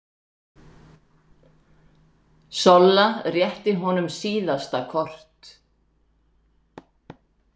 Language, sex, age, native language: Icelandic, female, 60-69, Icelandic